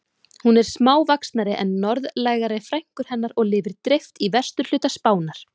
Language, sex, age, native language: Icelandic, female, 30-39, Icelandic